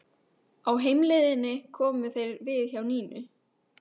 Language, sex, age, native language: Icelandic, female, 15, Icelandic